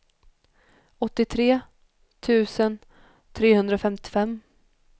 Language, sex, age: Swedish, female, 21